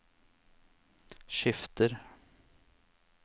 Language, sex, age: Norwegian, male, 29